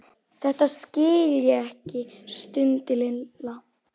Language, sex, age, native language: Icelandic, female, 11, Icelandic